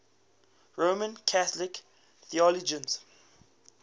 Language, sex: English, male